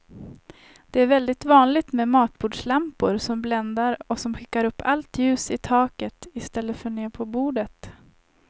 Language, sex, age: Swedish, female, 25